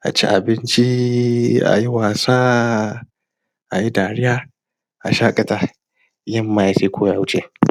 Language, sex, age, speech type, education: Hausa, male, 30-45, spontaneous, primary